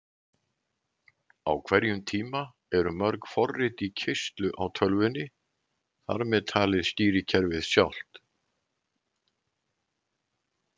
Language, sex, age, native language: Icelandic, male, 70-79, Icelandic